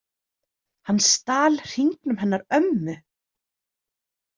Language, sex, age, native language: Icelandic, female, 30-39, Icelandic